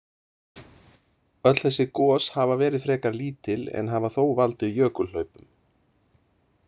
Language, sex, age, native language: Icelandic, male, 30-39, Icelandic